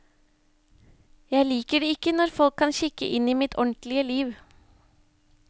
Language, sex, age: Norwegian, female, 25